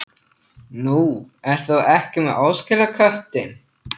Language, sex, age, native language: Icelandic, male, 13, Icelandic